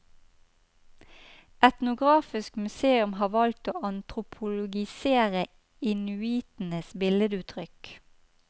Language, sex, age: Norwegian, female, 29